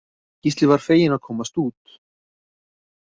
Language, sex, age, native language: Icelandic, male, 50-59, Icelandic